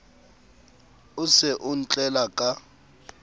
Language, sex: Southern Sotho, male